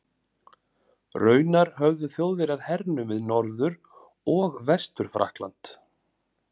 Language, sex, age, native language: Icelandic, male, 40-49, Icelandic